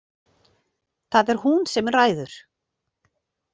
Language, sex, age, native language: Icelandic, female, 40-49, Icelandic